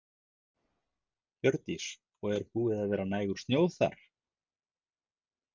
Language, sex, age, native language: Icelandic, male, 50-59, Icelandic